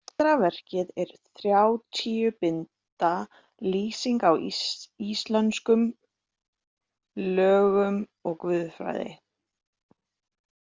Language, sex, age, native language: Icelandic, female, 30-39, Icelandic